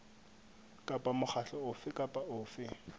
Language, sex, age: Southern Sotho, male, 25